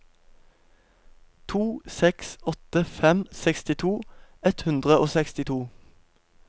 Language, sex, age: Norwegian, male, 17